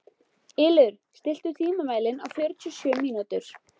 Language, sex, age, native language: Icelandic, female, 12, Icelandic